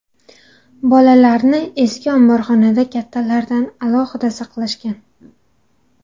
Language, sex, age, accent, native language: Uzbek, female, 18-24, Xorazm, Uzbek